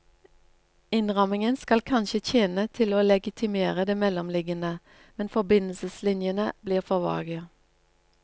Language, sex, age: Norwegian, female, 47